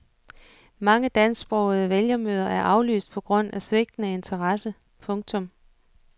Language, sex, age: Danish, female, 47